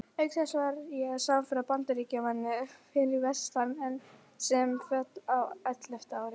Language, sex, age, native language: Icelandic, female, 40-49, Icelandic